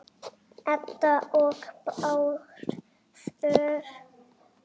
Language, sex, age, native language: Icelandic, female, 8, Icelandic